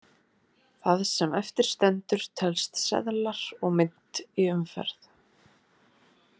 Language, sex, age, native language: Icelandic, female, 30-39, Icelandic